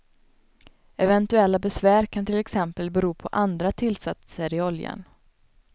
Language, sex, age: Swedish, female, 29